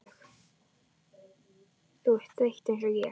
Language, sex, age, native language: Icelandic, male, 10, Icelandic